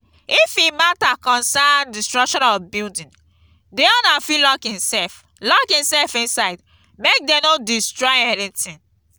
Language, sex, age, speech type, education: Nigerian Pidgin, female, 15-29, spontaneous, tertiary